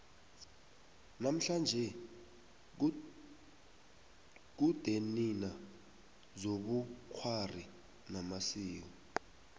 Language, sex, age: South Ndebele, male, 19